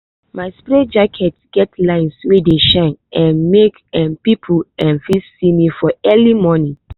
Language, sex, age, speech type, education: Nigerian Pidgin, female, 15-29, spontaneous, tertiary